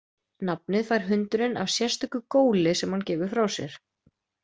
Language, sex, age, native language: Icelandic, female, 20-29, Icelandic